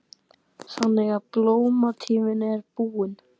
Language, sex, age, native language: Icelandic, male, 14, Icelandic